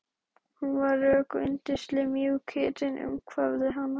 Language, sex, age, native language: Icelandic, female, 12, Icelandic